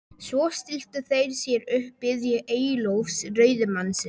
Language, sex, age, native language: Icelandic, male, 11, Polish